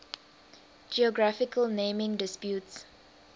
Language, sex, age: English, female, 19